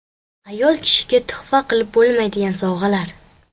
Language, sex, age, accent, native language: Uzbek, female, 12-17, Qashqadaryo, Uzbek